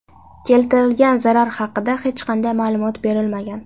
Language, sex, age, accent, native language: Uzbek, female, under 19, Qashqadaryo, Uzbek